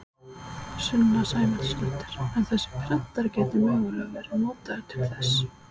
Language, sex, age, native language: Icelandic, female, 30-39, Icelandic